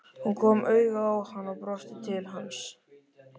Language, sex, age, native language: Icelandic, male, 13, Icelandic